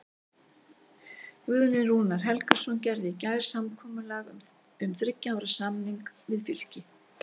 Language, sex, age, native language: Icelandic, female, 60-69, Icelandic